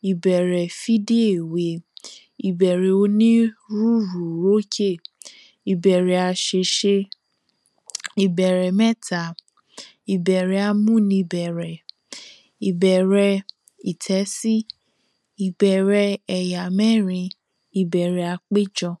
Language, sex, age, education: Yoruba, female, 15-29, tertiary